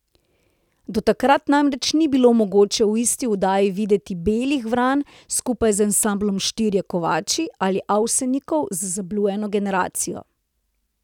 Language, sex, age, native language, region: Slovenian, female, 30-49, Slovenian, Central Slovenia